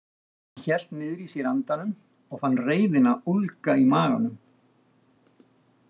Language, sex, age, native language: Icelandic, male, 60-69, Icelandic